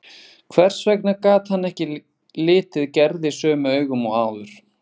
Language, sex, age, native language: Icelandic, male, 20-29, Icelandic